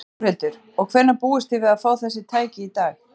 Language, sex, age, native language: Icelandic, female, 40-49, Icelandic